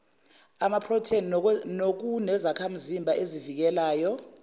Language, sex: Zulu, female